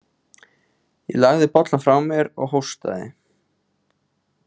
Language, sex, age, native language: Icelandic, male, 20-29, Icelandic